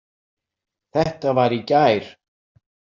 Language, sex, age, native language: Icelandic, male, 60-69, Icelandic